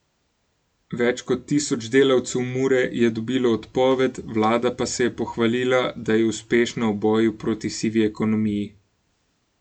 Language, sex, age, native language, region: Slovenian, male, 18-29, Slovenian, Gorenjska region